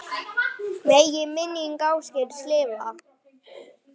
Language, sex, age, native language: Icelandic, male, 9, Icelandic